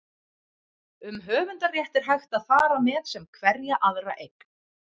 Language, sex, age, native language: Icelandic, female, 30-39, Icelandic